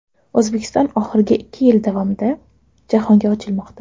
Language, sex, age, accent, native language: Uzbek, female, 12-17, Toshkent shahri, Uzbek